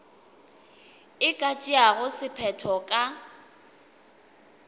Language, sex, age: Northern Sotho, female, 20